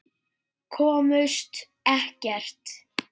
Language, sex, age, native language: Icelandic, male, 8, Icelandic